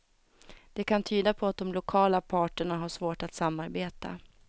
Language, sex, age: Swedish, female, 29